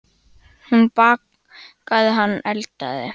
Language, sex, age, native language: Icelandic, male, 9, Icelandic